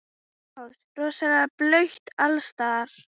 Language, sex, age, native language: Icelandic, female, 10, Icelandic